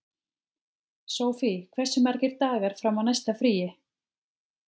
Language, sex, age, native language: Icelandic, female, 30-39, Icelandic